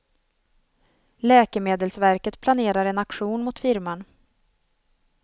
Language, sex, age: Swedish, female, 27